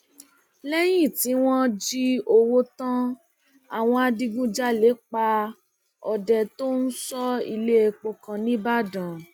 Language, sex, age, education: Yoruba, female, 30-45, tertiary